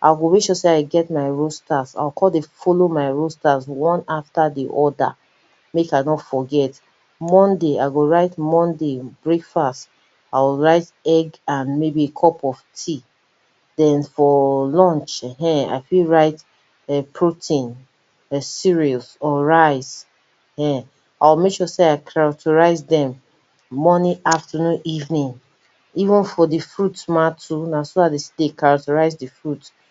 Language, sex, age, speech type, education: Nigerian Pidgin, female, 30-45, spontaneous, tertiary